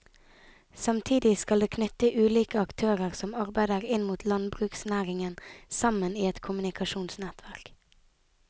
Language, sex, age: Norwegian, female, 19